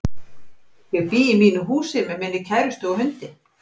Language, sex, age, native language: Icelandic, female, 50-59, Icelandic